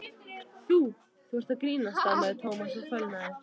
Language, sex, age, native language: Icelandic, female, 13, Icelandic